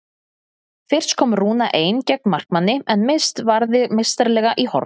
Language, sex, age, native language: Icelandic, female, 30-39, Icelandic